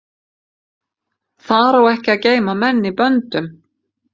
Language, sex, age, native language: Icelandic, female, 50-59, Icelandic